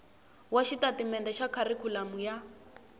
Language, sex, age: Tsonga, female, 18